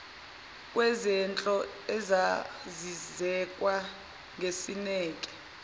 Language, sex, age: Zulu, female, 24